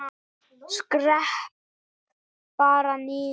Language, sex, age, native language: Icelandic, male, 8, Icelandic